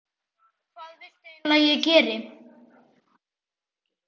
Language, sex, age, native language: Icelandic, male, 11, Icelandic